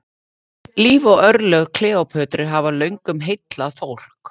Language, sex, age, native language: Icelandic, female, 50-59, Icelandic